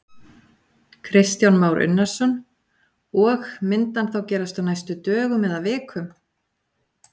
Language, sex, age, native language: Icelandic, female, 40-49, Icelandic